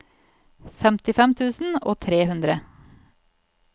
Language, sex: Norwegian, female